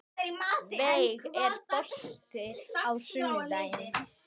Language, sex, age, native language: Icelandic, female, 12, Icelandic